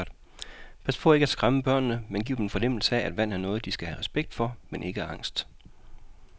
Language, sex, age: Danish, male, 40